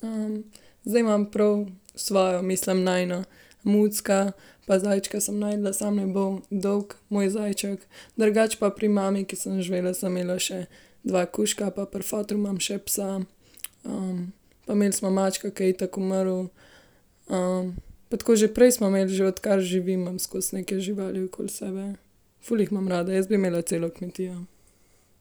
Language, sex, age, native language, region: Slovenian, female, 18-29, Slovenian, Central Slovenia